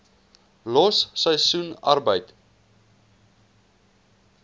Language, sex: Afrikaans, male